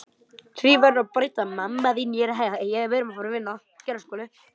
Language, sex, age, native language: Icelandic, male, 10, Icelandic